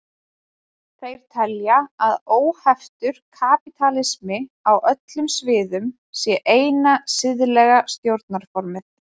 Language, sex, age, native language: Icelandic, female, 20-29, Icelandic